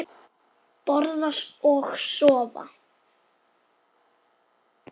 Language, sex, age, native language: Icelandic, male, 7, Icelandic